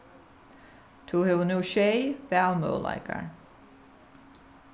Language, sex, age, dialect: Faroese, female, 36-60, Suðuroy